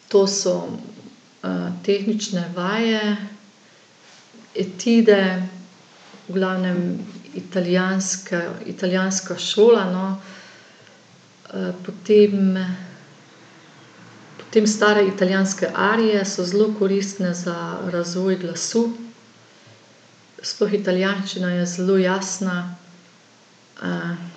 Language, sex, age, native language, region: Slovenian, female, 50-59, Slovenian, Gorenjska region